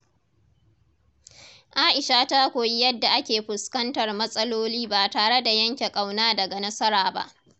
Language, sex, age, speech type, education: Hausa, female, 30-45, read, tertiary